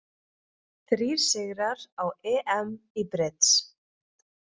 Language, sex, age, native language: Icelandic, female, 20-29, Icelandic